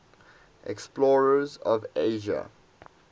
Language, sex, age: English, male, 18